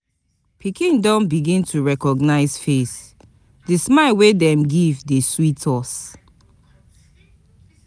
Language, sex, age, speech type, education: Nigerian Pidgin, female, 30-45, spontaneous, tertiary